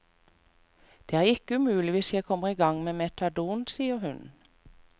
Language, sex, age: Norwegian, female, 45